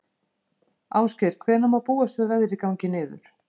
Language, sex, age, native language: Icelandic, female, 50-59, Icelandic